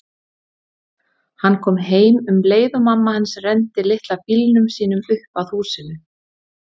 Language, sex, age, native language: Icelandic, female, 30-39, Icelandic